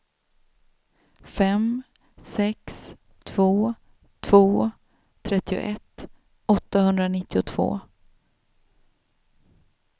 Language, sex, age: Swedish, female, 27